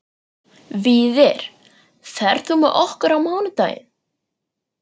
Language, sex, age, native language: Icelandic, female, 40-49, Icelandic